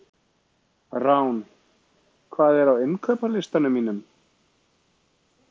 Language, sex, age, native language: Icelandic, male, 40-49, Icelandic